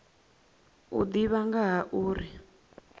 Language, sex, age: Venda, female, 24